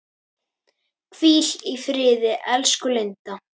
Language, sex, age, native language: Icelandic, female, 10, Icelandic